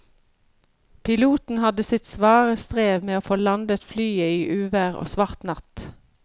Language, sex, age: Norwegian, female, 53